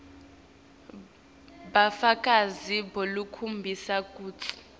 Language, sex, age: Swati, female, 19